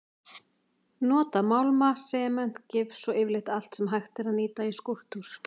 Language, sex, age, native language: Icelandic, female, 40-49, Icelandic